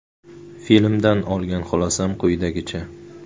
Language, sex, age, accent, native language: Uzbek, male, 19-29, Samarqand, Uzbek